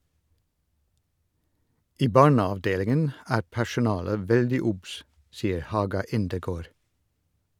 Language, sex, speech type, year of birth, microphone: Norwegian, male, read, 1962, Shure